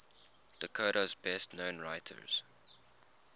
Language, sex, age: English, male, 21